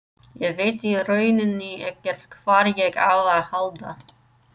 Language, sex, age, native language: Icelandic, female, 30-39, English